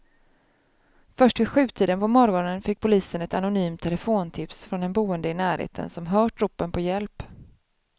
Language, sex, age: Swedish, female, 31